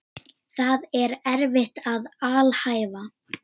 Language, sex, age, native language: Icelandic, female, 10, Icelandic